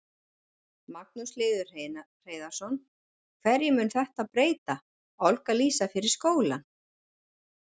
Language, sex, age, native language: Icelandic, female, 40-49, Icelandic